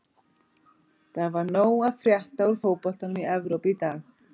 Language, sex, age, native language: Icelandic, female, 40-49, Icelandic